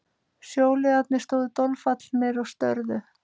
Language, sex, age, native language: Icelandic, female, 30-39, Icelandic